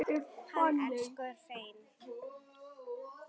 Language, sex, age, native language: Icelandic, female, 9, Icelandic